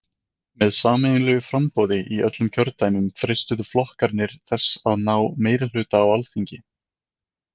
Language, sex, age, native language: Icelandic, male, 20-29, Icelandic